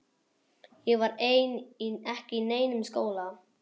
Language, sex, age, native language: Icelandic, male, 11, Icelandic